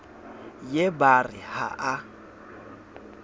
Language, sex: Southern Sotho, male